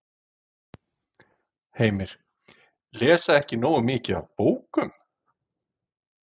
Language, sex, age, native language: Icelandic, male, 40-49, Icelandic